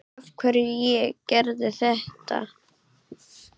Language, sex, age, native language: Icelandic, male, 8, Icelandic